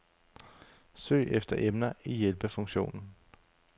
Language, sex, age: Danish, male, 35